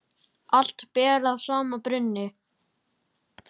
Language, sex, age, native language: Icelandic, male, 10, Icelandic